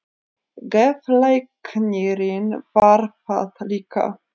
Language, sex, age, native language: Icelandic, female, 30-39, Icelandic